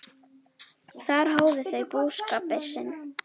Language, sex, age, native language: Icelandic, female, 9, Icelandic